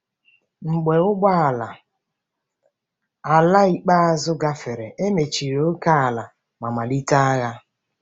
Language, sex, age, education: Igbo, female, 30-45, tertiary